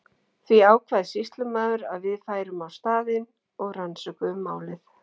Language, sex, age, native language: Icelandic, female, 40-49, Icelandic